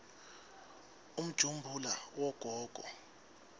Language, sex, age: Swati, male, 23